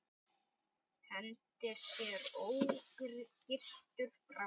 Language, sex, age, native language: Icelandic, male, 9, Icelandic